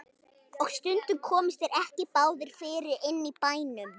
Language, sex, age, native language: Icelandic, male, 11, Icelandic